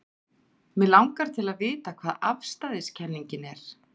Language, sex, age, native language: Icelandic, female, 40-49, Icelandic